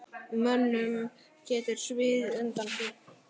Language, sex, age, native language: Icelandic, male, 9, Icelandic